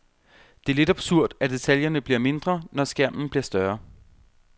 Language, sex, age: Danish, male, 32